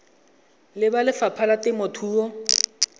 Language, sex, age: Tswana, male, 20